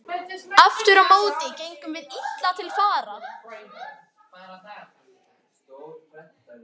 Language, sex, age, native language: Icelandic, male, 12, Icelandic